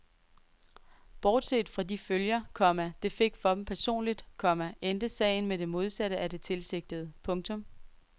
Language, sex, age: Danish, female, 23